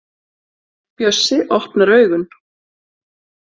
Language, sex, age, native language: Icelandic, female, 40-49, Icelandic